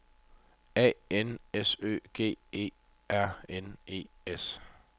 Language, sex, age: Danish, male, 30